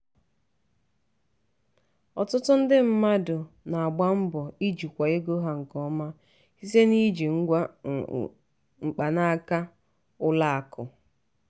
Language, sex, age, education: Igbo, female, 15-29, tertiary